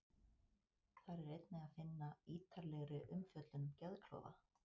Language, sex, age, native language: Icelandic, female, 50-59, Icelandic